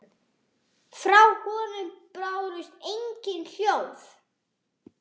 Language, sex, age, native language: Icelandic, male, 8, Icelandic